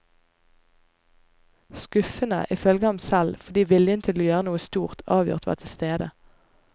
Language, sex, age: Norwegian, female, 25